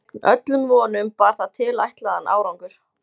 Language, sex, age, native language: Icelandic, female, 20-29, Icelandic